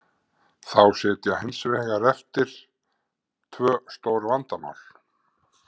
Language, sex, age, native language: Icelandic, male, 50-59, Icelandic